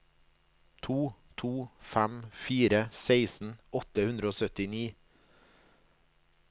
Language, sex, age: Norwegian, male, 37